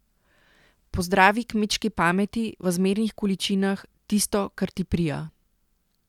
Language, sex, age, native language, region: Slovenian, female, 30-49, Slovenian, Central Slovenia